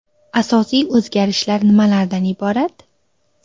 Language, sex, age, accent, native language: Uzbek, female, 19-29, Xorazm, Uzbek